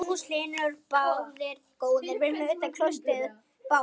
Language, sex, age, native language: Icelandic, male, 9, Icelandic